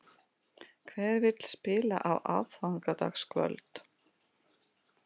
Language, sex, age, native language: Icelandic, female, 40-49, Russian